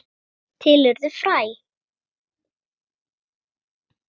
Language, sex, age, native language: Icelandic, female, 8, Icelandic